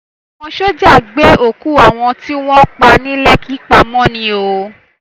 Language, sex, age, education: Yoruba, female, 15-29, tertiary